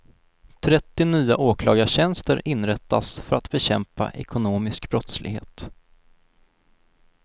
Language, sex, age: Swedish, male, 19